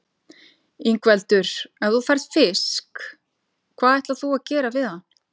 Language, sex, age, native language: Icelandic, female, 50-59, Icelandic